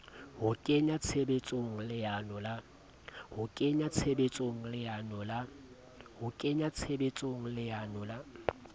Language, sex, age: Southern Sotho, male, 30